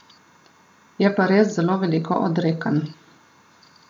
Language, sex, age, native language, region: Slovenian, female, 30-49, Slovenian, Southeast Slovenia